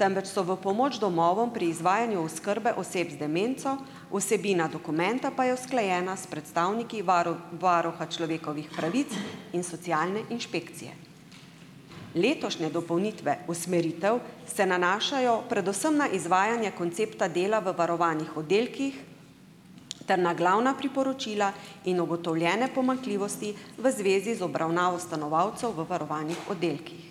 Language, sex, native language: Slovenian, female, Slovenian